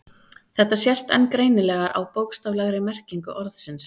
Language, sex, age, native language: Icelandic, female, 30-39, Icelandic